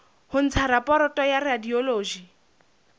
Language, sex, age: Southern Sotho, female, 21